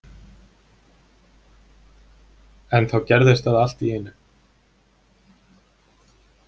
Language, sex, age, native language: Icelandic, male, 20-29, Icelandic